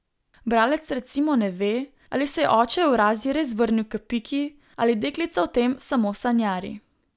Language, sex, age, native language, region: Slovenian, female, 18-29, Slovenian, Southeast Slovenia